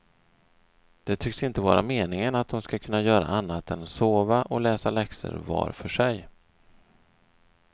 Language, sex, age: Swedish, male, 39